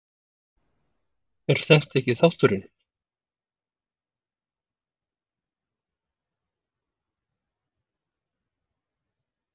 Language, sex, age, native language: Icelandic, male, 50-59, Icelandic